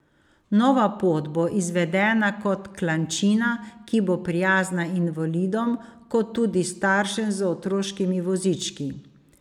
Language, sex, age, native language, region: Slovenian, female, 50-59, Slovenian, Savinja region